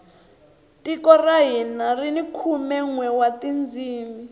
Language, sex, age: Tsonga, female, 22